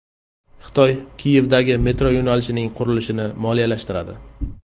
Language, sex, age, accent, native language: Uzbek, male, 35+, Qashqadaryo, Uzbek